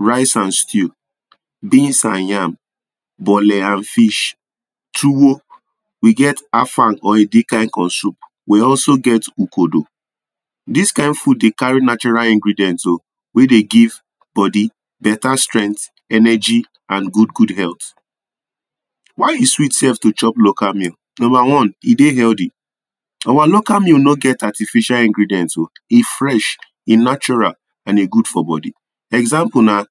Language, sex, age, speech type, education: Nigerian Pidgin, male, 30-45, spontaneous, tertiary